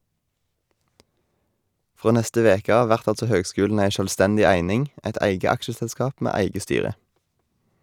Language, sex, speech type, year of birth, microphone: Norwegian, male, read, 1990, Shure